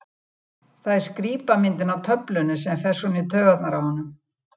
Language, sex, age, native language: Icelandic, female, 70-79, Icelandic